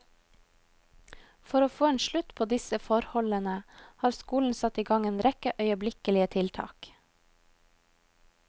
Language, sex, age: Norwegian, female, 21